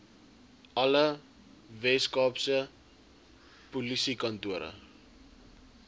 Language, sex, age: Afrikaans, male, 20